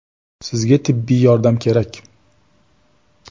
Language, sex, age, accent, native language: Uzbek, male, 18-24, Toshkent shahri, Uzbek